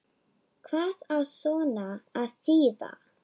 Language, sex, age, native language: Icelandic, female, 8, Icelandic